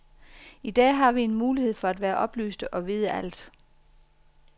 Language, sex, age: Danish, female, 40